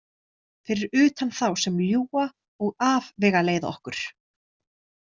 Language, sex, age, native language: Icelandic, female, 30-39, Icelandic